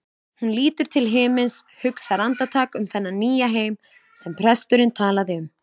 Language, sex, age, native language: Icelandic, female, 20-29, Icelandic